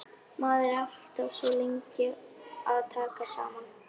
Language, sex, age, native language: Icelandic, female, 11, Icelandic